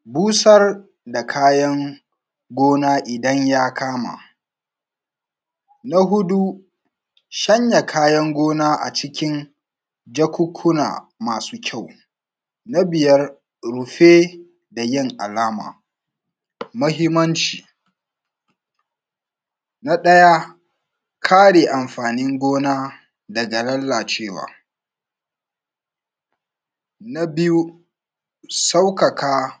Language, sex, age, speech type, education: Hausa, male, 15-29, spontaneous, tertiary